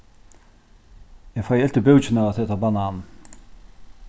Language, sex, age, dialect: Faroese, male, 36-60, Norðurstreymoy/Eysturoy